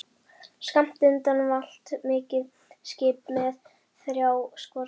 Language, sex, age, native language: Icelandic, female, 11, Icelandic